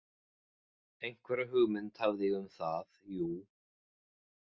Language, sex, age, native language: Icelandic, male, 40-49, Icelandic